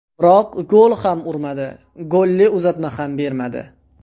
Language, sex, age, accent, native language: Uzbek, male, under 19, Andijon, Uzbek